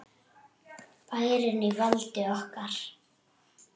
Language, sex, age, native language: Icelandic, female, 7, Icelandic